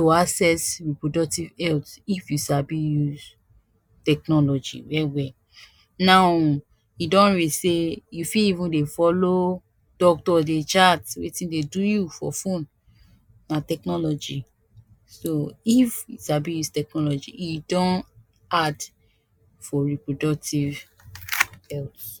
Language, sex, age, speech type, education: Nigerian Pidgin, female, 15-29, spontaneous, tertiary